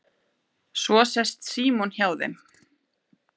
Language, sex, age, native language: Icelandic, male, 9, Icelandic